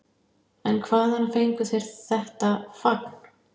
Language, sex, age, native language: Icelandic, female, 50-59, Icelandic